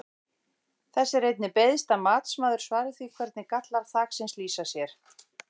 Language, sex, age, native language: Icelandic, female, 40-49, Icelandic